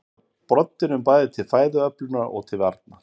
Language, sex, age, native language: Icelandic, male, 50-59, Icelandic